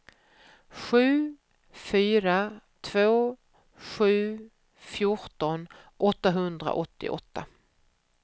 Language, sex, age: Swedish, female, 44